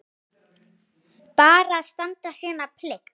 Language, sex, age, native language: Icelandic, female, 8, Icelandic